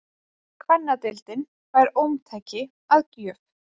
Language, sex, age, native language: Icelandic, female, 20-29, Icelandic